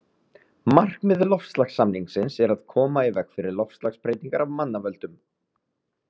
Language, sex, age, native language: Icelandic, male, 30-39, Icelandic